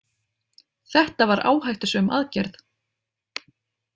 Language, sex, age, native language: Icelandic, female, 30-39, Icelandic